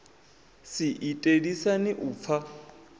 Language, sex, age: Venda, male, 21